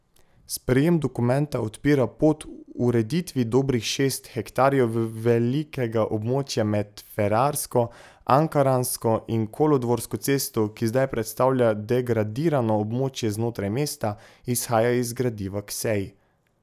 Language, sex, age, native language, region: Slovenian, male, 18-29, Slovenian, Pomurje region